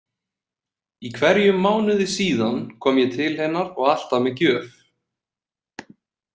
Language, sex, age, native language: Icelandic, male, 20-29, Icelandic